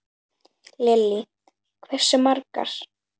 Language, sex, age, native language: Icelandic, female, 10, Icelandic